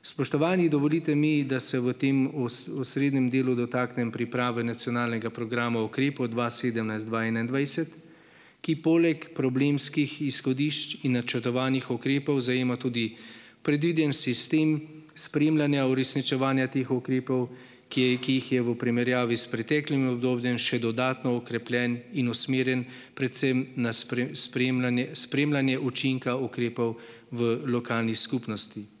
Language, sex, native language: Slovenian, male, Slovenian